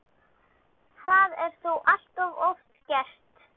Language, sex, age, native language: Icelandic, female, 12, Icelandic